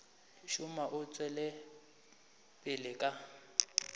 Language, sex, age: Northern Sotho, male, 25